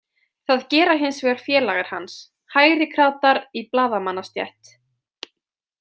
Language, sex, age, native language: Icelandic, female, 20-29, Icelandic